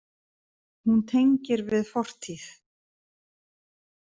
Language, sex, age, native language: Icelandic, female, 50-59, Icelandic